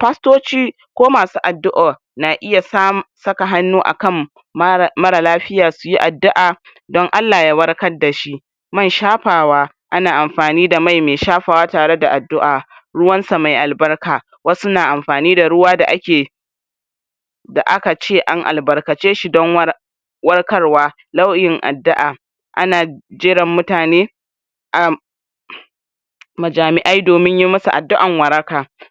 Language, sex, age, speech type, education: Hausa, male, 46-60, spontaneous, tertiary